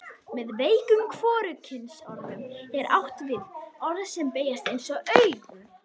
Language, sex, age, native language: Icelandic, female, 21, Icelandic